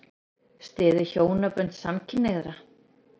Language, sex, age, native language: Icelandic, female, 30-39, Icelandic